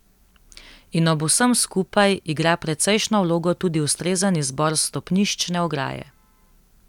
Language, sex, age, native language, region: Slovenian, female, 18-29, Slovenian, Central Slovenia